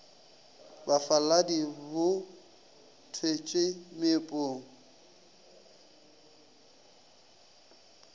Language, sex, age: Northern Sotho, male, 20